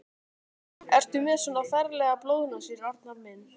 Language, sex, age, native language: Icelandic, male, 12, Icelandic